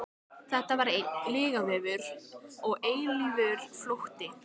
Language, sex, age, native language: Icelandic, female, 15, Icelandic